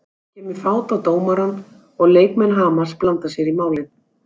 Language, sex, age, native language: Icelandic, female, 60-69, Icelandic